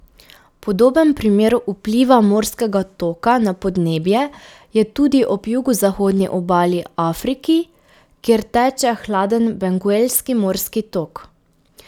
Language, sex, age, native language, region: Slovenian, female, 18-29, Slovenian, Pomurje region